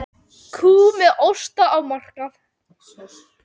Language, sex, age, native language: Icelandic, female, 18-19, Icelandic